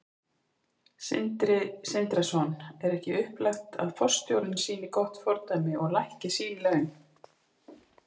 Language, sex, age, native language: Icelandic, female, 50-59, Icelandic